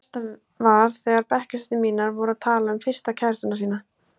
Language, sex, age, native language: Icelandic, female, 20-29, Icelandic